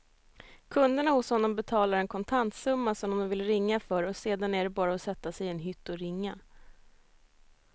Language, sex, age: Swedish, female, 22